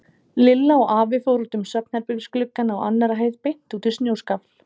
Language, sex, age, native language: Icelandic, female, 30-39, Icelandic